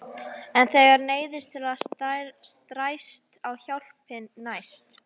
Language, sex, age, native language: Icelandic, female, 13, Icelandic